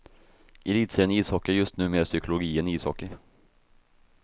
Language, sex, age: Swedish, male, 24